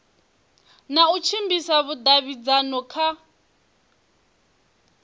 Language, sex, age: Venda, female, 23